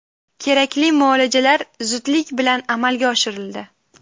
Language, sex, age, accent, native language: Uzbek, female, 18-24, Qashqadaryo, Uzbek